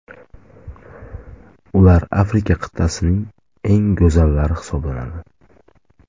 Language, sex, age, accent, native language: Uzbek, male, 25-34, Jizzax, Uzbek